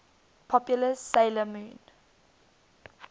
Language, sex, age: English, female, 19